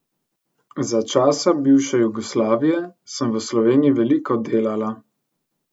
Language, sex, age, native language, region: Slovenian, male, 18-29, Slovenian, Central Slovenia